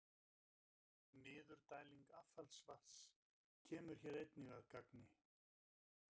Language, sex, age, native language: Icelandic, male, 50-59, Icelandic